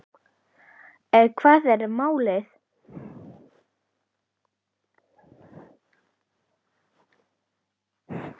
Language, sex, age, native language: Icelandic, female, 10, Icelandic